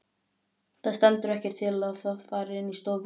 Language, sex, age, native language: Icelandic, male, 11, Icelandic